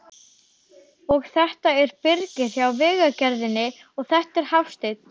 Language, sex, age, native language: Icelandic, male, 12, Icelandic